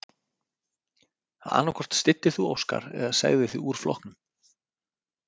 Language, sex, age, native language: Icelandic, male, 30-39, Icelandic